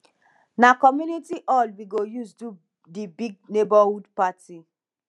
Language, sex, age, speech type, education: Nigerian Pidgin, female, 15-29, spontaneous, tertiary